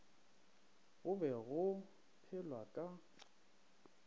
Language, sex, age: Northern Sotho, male, 19